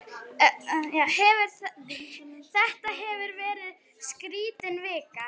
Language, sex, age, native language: Icelandic, female, 9, Icelandic